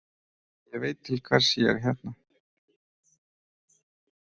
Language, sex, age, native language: Icelandic, male, 30-39, Ukrainian